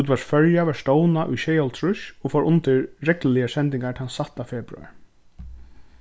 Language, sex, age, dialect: Faroese, male, 15-35, Suðurstreymoy